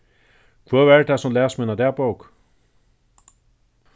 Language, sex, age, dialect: Faroese, male, 36-60, Suðurstreymoy